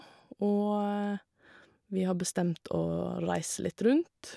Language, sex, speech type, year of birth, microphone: Norwegian, female, spontaneous, 1985, Shure